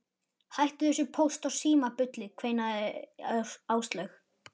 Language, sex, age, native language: Icelandic, male, 11, Icelandic